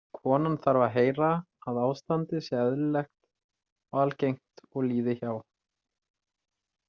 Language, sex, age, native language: Icelandic, male, 30-39, Icelandic